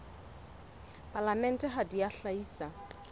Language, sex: Southern Sotho, female